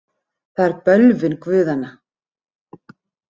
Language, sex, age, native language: Icelandic, female, 40-49, Icelandic